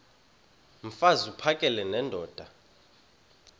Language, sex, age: Xhosa, male, 31